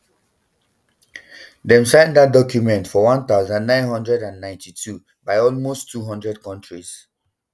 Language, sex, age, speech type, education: Nigerian Pidgin, male, 15-29, spontaneous, tertiary